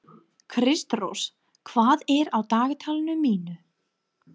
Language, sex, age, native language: Icelandic, female, 30-39, English